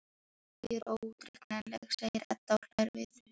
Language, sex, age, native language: Icelandic, female, 13, Icelandic